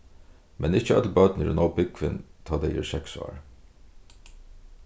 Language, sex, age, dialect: Faroese, male, 36-60, Suðurstreymoy